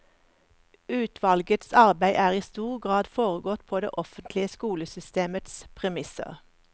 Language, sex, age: Norwegian, female, 54